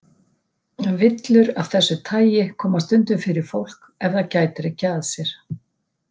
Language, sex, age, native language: Icelandic, female, 50-59, Icelandic